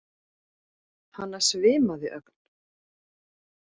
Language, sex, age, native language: Icelandic, female, 50-59, Icelandic